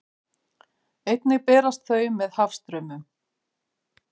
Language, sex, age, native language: Icelandic, female, 50-59, Icelandic